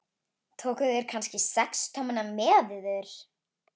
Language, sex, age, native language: Icelandic, female, 11, Icelandic